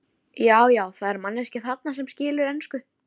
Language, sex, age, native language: Icelandic, female, 13, Icelandic